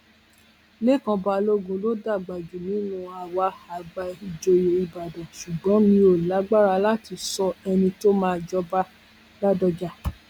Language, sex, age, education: Yoruba, female, 46-60, tertiary